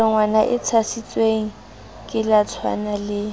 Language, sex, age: Southern Sotho, female, 20